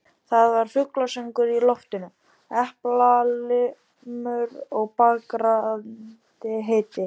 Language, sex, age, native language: Icelandic, male, 12, Icelandic